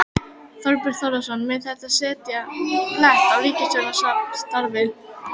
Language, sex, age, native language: Icelandic, female, 12, Icelandic